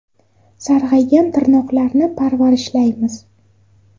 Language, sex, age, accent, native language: Uzbek, female, 18-24, Navoiy, Uzbek